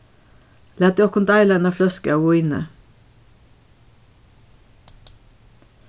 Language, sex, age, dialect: Faroese, female, 61+, Suðurstreymoy